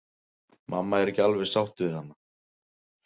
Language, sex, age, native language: Icelandic, male, 20-29, Icelandic